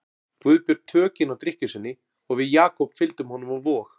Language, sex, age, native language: Icelandic, male, 40-49, Icelandic